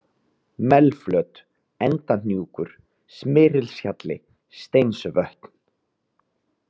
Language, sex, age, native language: Icelandic, male, 30-39, Icelandic